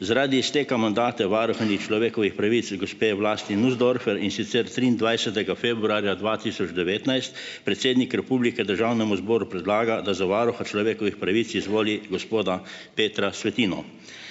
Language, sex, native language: Slovenian, male, Slovenian